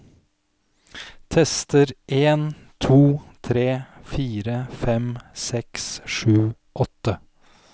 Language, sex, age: Norwegian, male, 46